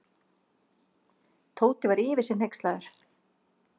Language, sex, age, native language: Icelandic, female, 40-49, Icelandic